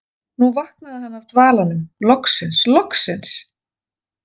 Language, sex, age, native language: Icelandic, female, 40-49, Icelandic